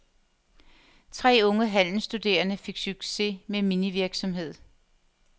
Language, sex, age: Danish, female, 50